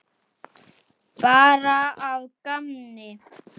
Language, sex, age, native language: Icelandic, male, 8, Icelandic